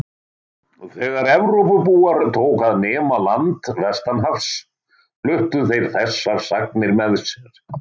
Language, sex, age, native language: Icelandic, male, 60-69, Icelandic